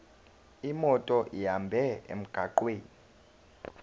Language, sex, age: Zulu, male, 19